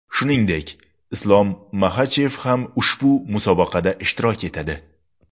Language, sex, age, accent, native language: Uzbek, male, 19-29, Xorazm, Uzbek